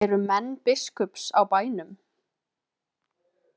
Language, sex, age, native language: Icelandic, female, 20-29, Icelandic